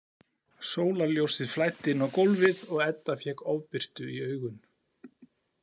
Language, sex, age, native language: Icelandic, male, 40-49, Icelandic